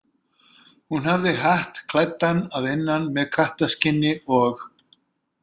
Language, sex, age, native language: Icelandic, male, 60-69, Icelandic